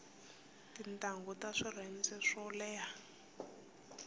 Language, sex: Tsonga, female